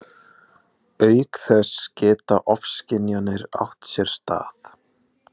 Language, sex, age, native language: Icelandic, male, 20-29, Icelandic